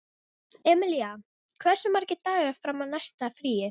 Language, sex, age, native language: Icelandic, female, 13, Icelandic